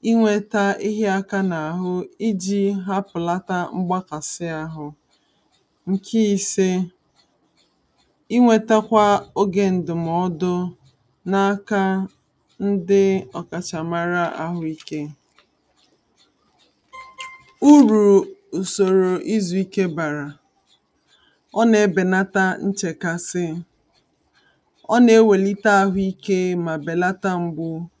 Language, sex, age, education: Igbo, female, 30-45, tertiary